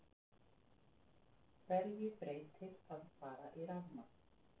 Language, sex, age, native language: Icelandic, female, 40-49, Icelandic